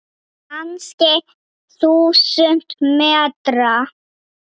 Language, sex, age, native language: Icelandic, female, 8, Icelandic